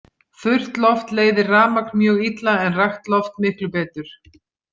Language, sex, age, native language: Icelandic, female, 50-59, Icelandic